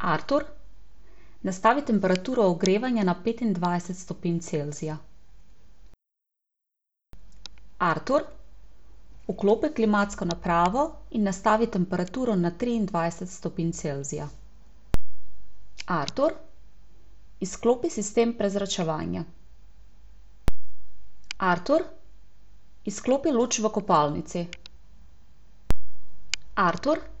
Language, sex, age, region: Slovenian, female, 18-29, Abroad